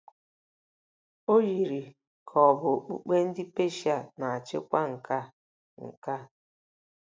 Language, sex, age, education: Igbo, female, 30-45, tertiary